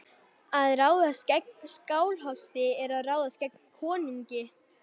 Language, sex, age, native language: Icelandic, female, 11, Icelandic